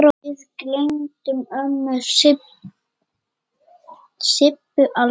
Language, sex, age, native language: Icelandic, female, 8, Icelandic